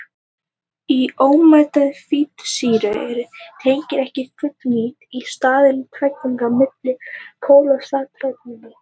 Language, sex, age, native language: Icelandic, female, 18-19, Icelandic